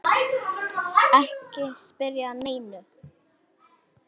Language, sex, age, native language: Icelandic, female, 8, Icelandic